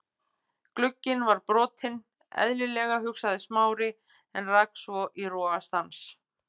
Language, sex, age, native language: Icelandic, female, 50-59, Icelandic